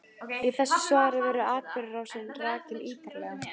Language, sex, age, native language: Icelandic, female, 18-19, Icelandic